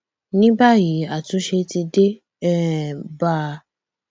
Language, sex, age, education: Yoruba, female, 15-29, tertiary